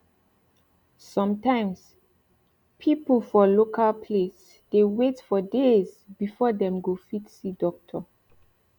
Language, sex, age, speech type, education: Nigerian Pidgin, female, 15-29, spontaneous, tertiary